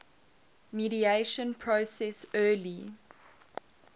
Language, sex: English, female